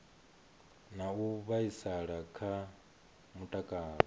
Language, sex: Venda, male